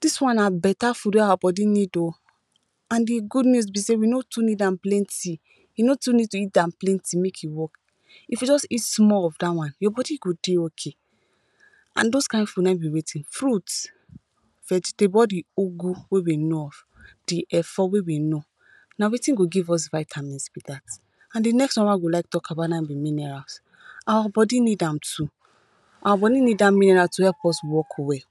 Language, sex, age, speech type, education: Nigerian Pidgin, female, 15-29, spontaneous, tertiary